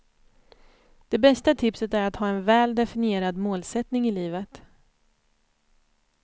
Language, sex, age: Swedish, female, 29